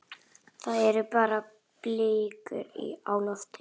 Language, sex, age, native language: Icelandic, female, 10, Icelandic